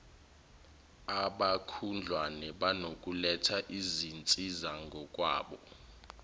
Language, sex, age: Zulu, male, 21